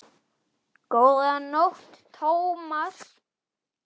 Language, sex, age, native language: Icelandic, male, 8, Icelandic